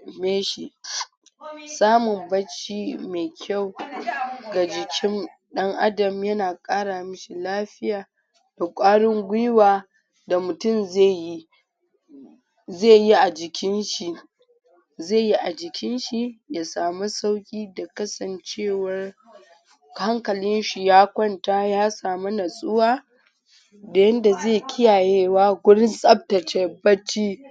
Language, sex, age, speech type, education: Hausa, female, 46-60, spontaneous, tertiary